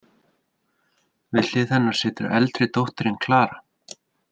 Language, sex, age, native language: Icelandic, male, 30-39, Icelandic